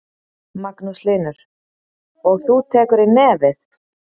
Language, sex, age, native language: Icelandic, female, 30-39, Icelandic